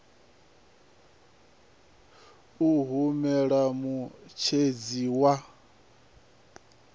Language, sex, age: Venda, male, 37